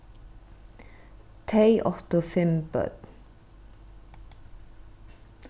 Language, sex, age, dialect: Faroese, female, 36-60, Norðuroyggjar